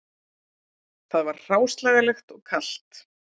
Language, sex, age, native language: Icelandic, female, 30-39, Icelandic